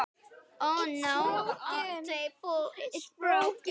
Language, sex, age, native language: Icelandic, male, 10, Icelandic